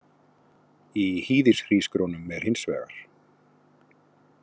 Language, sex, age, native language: Icelandic, male, 40-49, Icelandic